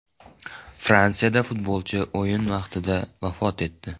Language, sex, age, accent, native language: Uzbek, male, 18-24, Andijon, Uzbek